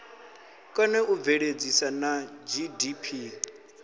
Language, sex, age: Venda, male, 22